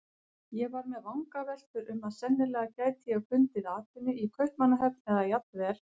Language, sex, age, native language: Icelandic, female, 50-59, Icelandic